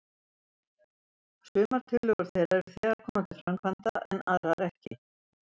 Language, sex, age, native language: Icelandic, female, 70-79, Icelandic